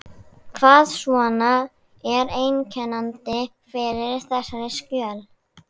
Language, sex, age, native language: Icelandic, male, 11, Icelandic